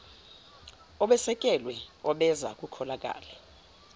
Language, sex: Zulu, female